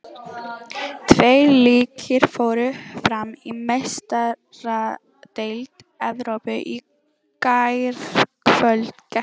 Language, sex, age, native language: Icelandic, female, 18-19, Icelandic